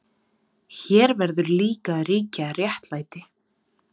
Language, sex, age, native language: Icelandic, female, 20-29, Serbo-Croatian